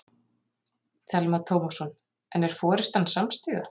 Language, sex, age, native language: Icelandic, female, 30-39, Icelandic